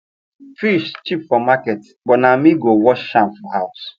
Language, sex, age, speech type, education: Nigerian Pidgin, male, 15-29, spontaneous, tertiary